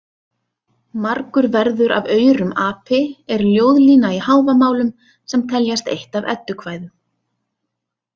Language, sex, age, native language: Icelandic, female, 30-39, Icelandic